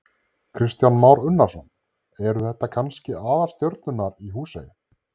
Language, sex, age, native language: Icelandic, male, 30-39, Icelandic